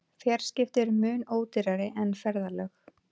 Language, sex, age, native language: Icelandic, female, 20-29, Icelandic